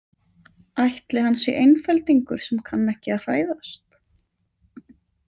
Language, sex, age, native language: Icelandic, female, 20-29, Icelandic